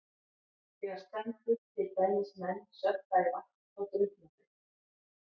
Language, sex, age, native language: Icelandic, female, 50-59, Icelandic